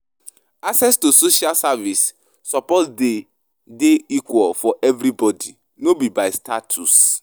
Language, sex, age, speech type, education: Nigerian Pidgin, female, 15-29, spontaneous, tertiary